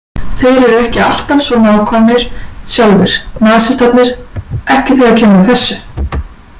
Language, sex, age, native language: Icelandic, female, 40-49, Icelandic